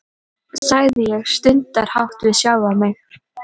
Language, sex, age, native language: Icelandic, female, 12, Icelandic